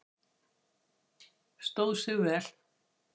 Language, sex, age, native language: Icelandic, female, 60-69, Icelandic